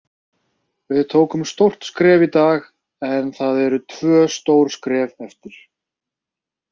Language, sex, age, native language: Icelandic, male, 30-39, Icelandic